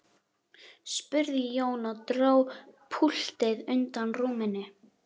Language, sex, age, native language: Icelandic, female, 11, Icelandic